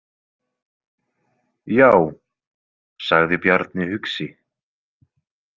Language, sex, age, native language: Icelandic, male, 20-29, Icelandic